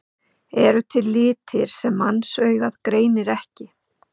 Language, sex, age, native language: Icelandic, female, 50-59, Icelandic